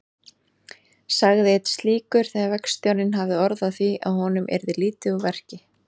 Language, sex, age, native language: Icelandic, female, 30-39, Icelandic